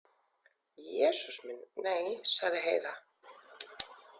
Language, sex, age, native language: Icelandic, female, 40-49, Icelandic